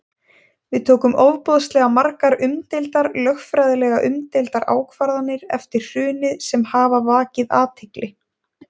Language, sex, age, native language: Icelandic, female, 20-29, Icelandic